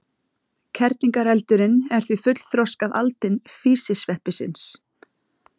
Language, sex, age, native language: Icelandic, female, 30-39, Icelandic